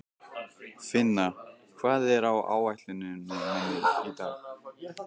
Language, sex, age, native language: Icelandic, male, 15, Icelandic